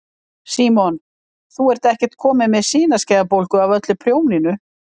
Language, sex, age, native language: Icelandic, female, 50-59, Icelandic